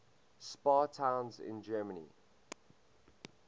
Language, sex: English, male